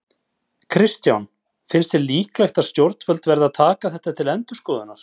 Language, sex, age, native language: Icelandic, male, 40-49, Icelandic